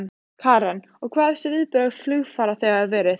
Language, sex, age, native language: Icelandic, female, 15, Icelandic